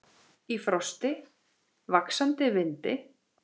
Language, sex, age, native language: Icelandic, female, 9, Icelandic